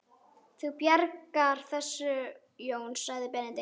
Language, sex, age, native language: Icelandic, male, 11, Icelandic